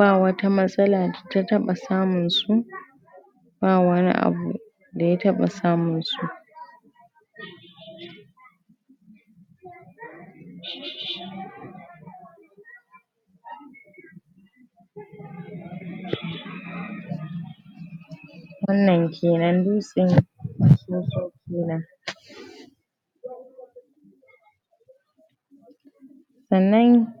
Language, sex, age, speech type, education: Hausa, female, 15-29, spontaneous, primary